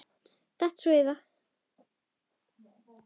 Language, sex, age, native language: Icelandic, female, 10, Icelandic